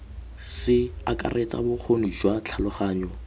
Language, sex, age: Tswana, male, 20